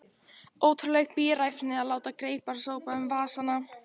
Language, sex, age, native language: Icelandic, female, 14, Icelandic